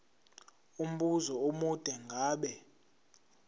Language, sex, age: Zulu, male, 17